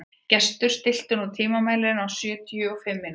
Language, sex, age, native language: Icelandic, female, 30-39, Icelandic